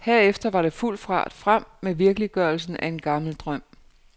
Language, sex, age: Danish, female, 49